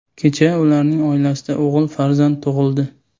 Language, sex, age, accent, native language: Uzbek, male, 18-24, Sirdaryo, Uzbek